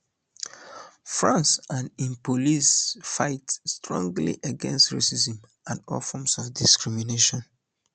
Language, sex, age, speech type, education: Nigerian Pidgin, male, 15-29, spontaneous, tertiary